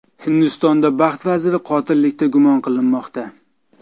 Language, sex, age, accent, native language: Uzbek, male, 35+, Toshkent viloyati, Uzbek